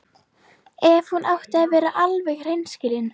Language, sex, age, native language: Icelandic, female, 11, Icelandic